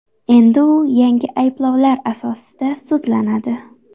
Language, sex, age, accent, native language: Uzbek, female, 18-24, Xorazm, Uzbek